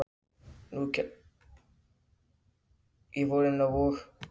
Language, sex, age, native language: Icelandic, other, 60-69, Icelandic